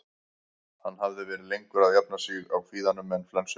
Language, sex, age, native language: Icelandic, male, 50-59, Icelandic